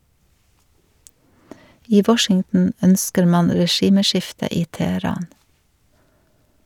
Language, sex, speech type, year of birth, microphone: Norwegian, female, read, 1952, Shure